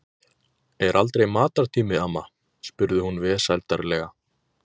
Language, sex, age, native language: Icelandic, male, 20-29, Icelandic